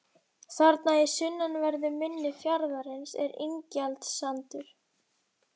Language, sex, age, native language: Icelandic, female, 11, Icelandic